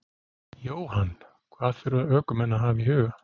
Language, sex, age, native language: Icelandic, male, 40-49, Icelandic